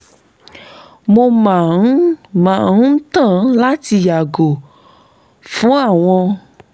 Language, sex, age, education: Yoruba, female, 15-29, tertiary